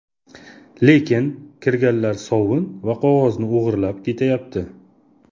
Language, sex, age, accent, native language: Uzbek, male, 25-34, Jizzax, Uzbek